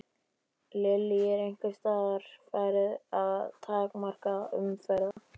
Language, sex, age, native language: Icelandic, male, 11, Icelandic